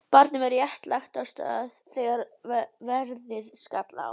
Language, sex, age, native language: Icelandic, female, 11, Icelandic